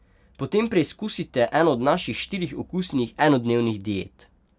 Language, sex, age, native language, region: Slovenian, male, 18-29, Slovenian, Pomurje region